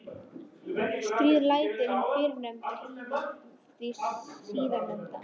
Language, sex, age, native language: Icelandic, female, 13, Icelandic